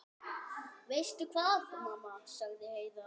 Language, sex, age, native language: Icelandic, male, 8, Icelandic